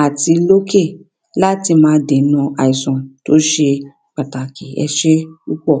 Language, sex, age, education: Yoruba, female, 30-45, primary